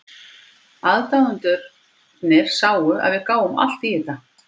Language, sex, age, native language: Icelandic, female, 50-59, Icelandic